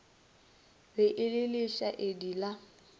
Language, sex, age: Northern Sotho, female, 21